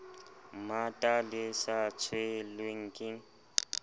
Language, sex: Southern Sotho, male